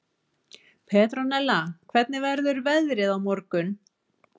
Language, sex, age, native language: Icelandic, female, 40-49, Icelandic